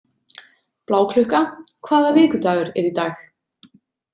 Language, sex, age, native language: Icelandic, female, 30-39, Icelandic